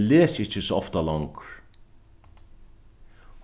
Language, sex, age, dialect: Faroese, male, 36-60, Norðurstreymoy/Eysturoy